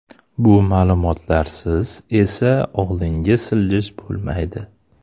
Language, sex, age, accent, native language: Uzbek, male, 25-34, Toshkent shahri, Uzbek